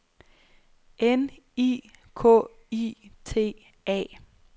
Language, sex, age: Danish, female, 23